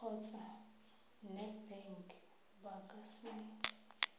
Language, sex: Tswana, female